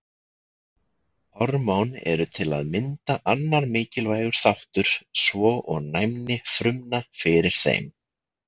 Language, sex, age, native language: Icelandic, male, 20-29, Icelandic